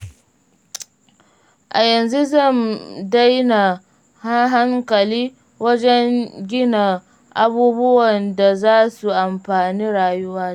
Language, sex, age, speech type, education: Hausa, female, 30-45, read, primary